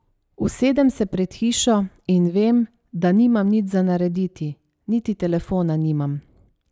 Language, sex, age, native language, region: Slovenian, female, 30-49, Slovenian, Savinja region